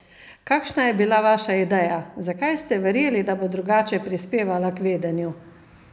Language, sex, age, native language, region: Slovenian, female, 50-59, Slovenian, Savinja region